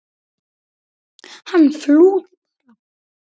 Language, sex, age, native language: Icelandic, female, 8, Icelandic